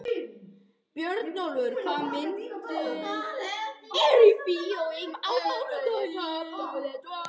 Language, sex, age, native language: Icelandic, male, 11, Icelandic